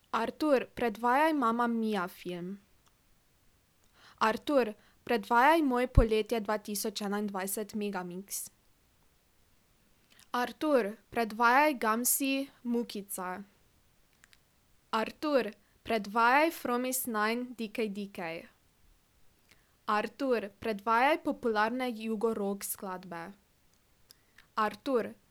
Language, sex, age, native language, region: Slovenian, female, 18-29, Slovenian, Drava region